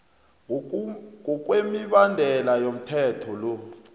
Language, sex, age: South Ndebele, male, 29